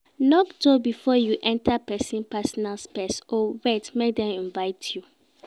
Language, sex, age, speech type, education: Nigerian Pidgin, female, 15-29, read, secondary